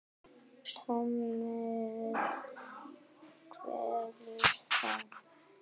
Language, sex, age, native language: Icelandic, female, 9, Icelandic